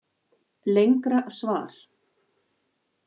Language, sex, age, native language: Icelandic, female, 40-49, Icelandic